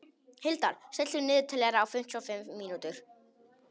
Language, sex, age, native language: Icelandic, male, 18-19, Polish